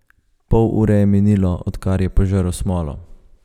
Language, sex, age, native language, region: Slovenian, male, 30-49, Slovenian, Savinja region